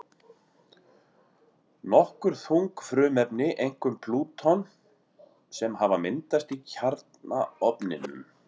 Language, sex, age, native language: Icelandic, male, 40-49, Icelandic